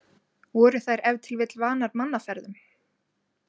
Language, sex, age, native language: Icelandic, female, 20-29, Icelandic